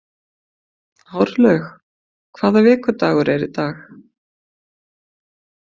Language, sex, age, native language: Icelandic, female, 50-59, Icelandic